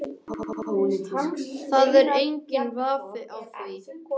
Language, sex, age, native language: Icelandic, male, 18-19, Icelandic